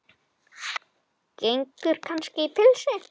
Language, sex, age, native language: Icelandic, female, 10, Icelandic